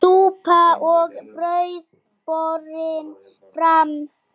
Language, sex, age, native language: Icelandic, male, 9, Icelandic